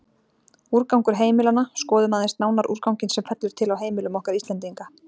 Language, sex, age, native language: Icelandic, female, 40-49, Icelandic